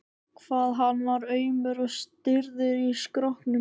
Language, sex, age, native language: Icelandic, male, 13, Icelandic